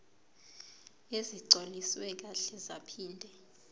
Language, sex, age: Zulu, female, 22